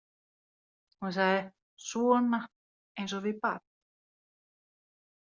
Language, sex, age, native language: Icelandic, female, 40-49, Finnish